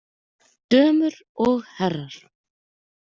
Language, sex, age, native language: Icelandic, female, 30-39, Icelandic